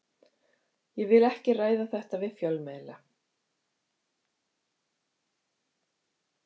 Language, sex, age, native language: Icelandic, female, 50-59, Icelandic